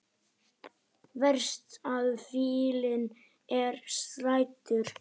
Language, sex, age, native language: Icelandic, male, 9, Icelandic